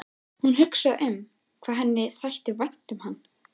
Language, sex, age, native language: Icelandic, female, 13, Icelandic